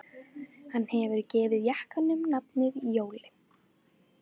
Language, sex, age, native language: Icelandic, female, 18-19, Icelandic